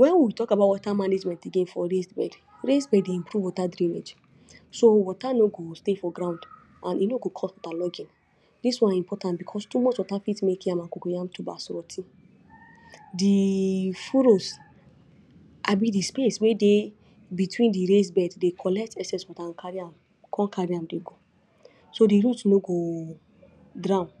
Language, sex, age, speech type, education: Nigerian Pidgin, female, 46-60, spontaneous, tertiary